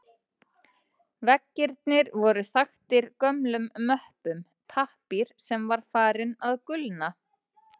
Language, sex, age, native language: Icelandic, female, 30-39, Icelandic